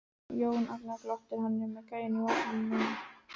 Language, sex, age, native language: Icelandic, female, 14, Icelandic